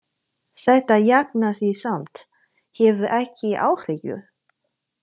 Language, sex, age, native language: Icelandic, female, 30-39, Chinese